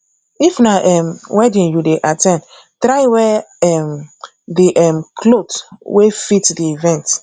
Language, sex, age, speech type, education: Nigerian Pidgin, female, 30-45, spontaneous, tertiary